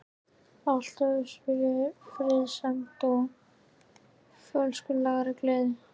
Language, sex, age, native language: Icelandic, male, 13, Icelandic